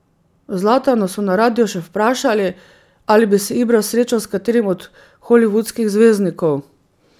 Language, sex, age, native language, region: Slovenian, female, 30-49, Slovenian, Drava region